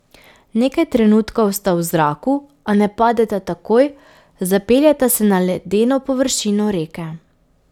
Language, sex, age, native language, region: Slovenian, female, 18-29, Slovenian, Pomurje region